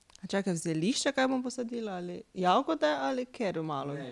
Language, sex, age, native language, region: Slovenian, female, 30-49, Slovenian, Pomurje region